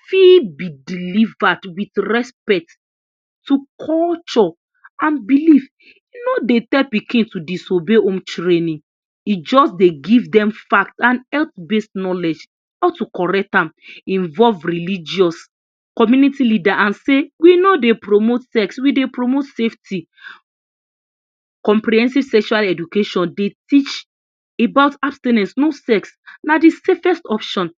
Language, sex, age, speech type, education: Nigerian Pidgin, female, 46-60, spontaneous, tertiary